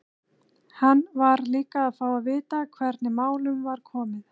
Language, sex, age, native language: Icelandic, female, 30-39, Icelandic